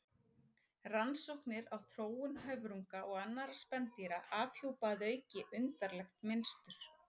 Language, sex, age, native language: Icelandic, female, 40-49, Icelandic